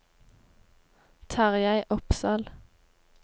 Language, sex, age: Norwegian, female, 18